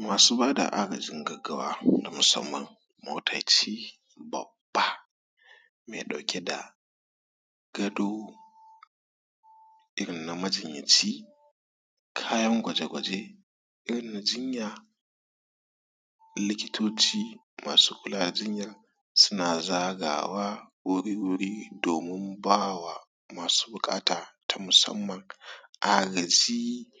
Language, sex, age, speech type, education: Hausa, male, 30-45, spontaneous, tertiary